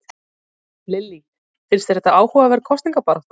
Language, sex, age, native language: Icelandic, female, 30-39, Icelandic